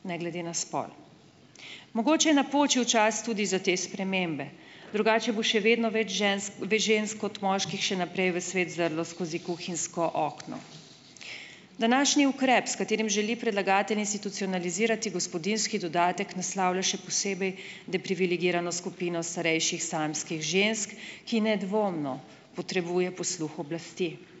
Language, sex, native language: Slovenian, female, Slovenian